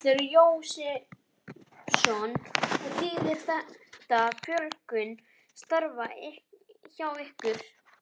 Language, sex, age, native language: Icelandic, male, 11, Icelandic